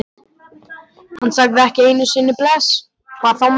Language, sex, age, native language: Icelandic, male, 12, Icelandic